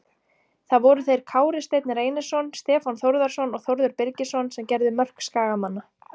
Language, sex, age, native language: Icelandic, female, 30-39, Icelandic